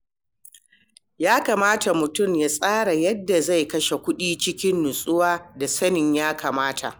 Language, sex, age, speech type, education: Hausa, female, 60+, read, primary